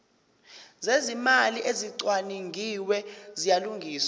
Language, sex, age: Zulu, male, 29